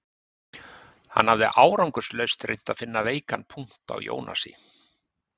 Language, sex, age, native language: Icelandic, male, 50-59, Icelandic